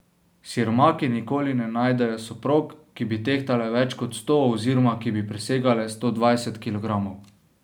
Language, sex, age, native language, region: Slovenian, male, 18-29, Slovenian, Savinja region